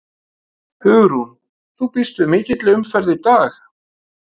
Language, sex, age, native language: Icelandic, male, 50-59, Icelandic